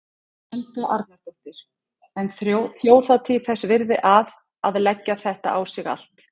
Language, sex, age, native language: Icelandic, female, 30-39, Icelandic